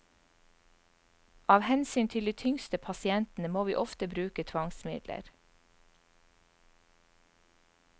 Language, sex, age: Norwegian, female, 44